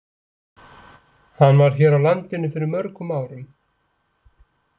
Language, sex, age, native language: Icelandic, male, 40-49, Icelandic